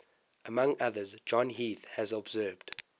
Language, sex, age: English, male, 19